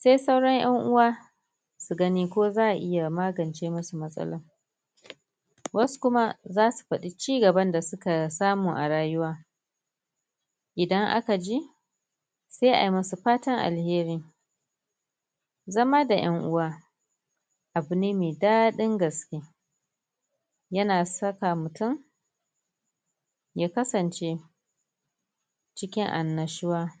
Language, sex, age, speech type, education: Hausa, female, 30-45, spontaneous, tertiary